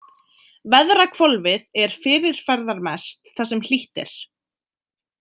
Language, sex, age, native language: Icelandic, female, 20-29, Icelandic